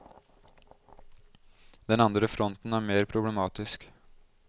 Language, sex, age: Norwegian, male, 20